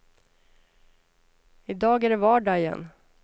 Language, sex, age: Swedish, female, 33